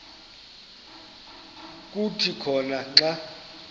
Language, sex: Xhosa, male